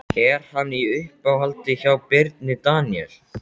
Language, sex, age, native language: Icelandic, male, 12, Icelandic